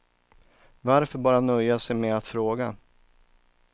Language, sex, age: Swedish, male, 39